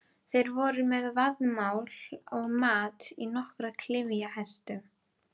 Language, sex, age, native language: Icelandic, female, 12, Icelandic